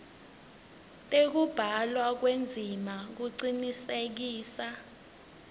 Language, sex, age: Swati, female, 19